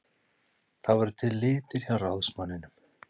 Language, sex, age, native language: Icelandic, male, 30-39, Icelandic